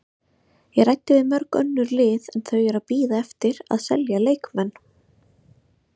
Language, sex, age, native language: Icelandic, female, 30-39, Icelandic